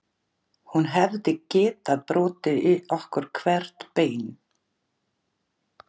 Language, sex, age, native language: Icelandic, other, 11, Icelandic